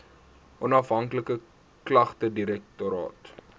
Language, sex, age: Afrikaans, male, 18